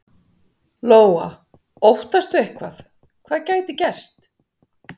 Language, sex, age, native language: Icelandic, female, 60-69, Icelandic